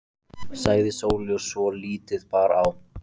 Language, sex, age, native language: Icelandic, male, 14, Icelandic